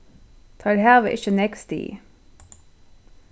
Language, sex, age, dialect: Faroese, female, 36-60, Suðurstreymoy